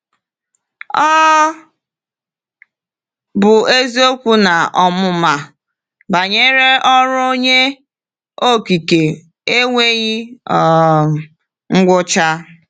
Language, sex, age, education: Igbo, female, 30-45, tertiary